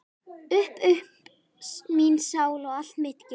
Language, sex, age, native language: Icelandic, female, 11, Icelandic